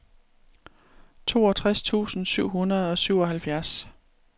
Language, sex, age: Danish, female, 36